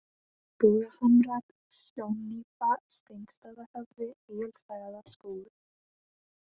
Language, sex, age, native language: Icelandic, female, 18-19, Icelandic